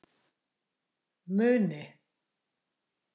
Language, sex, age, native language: Icelandic, female, 60-69, Icelandic